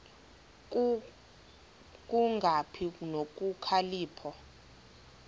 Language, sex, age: Xhosa, female, 20